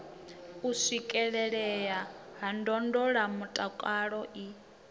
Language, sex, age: Venda, female, 22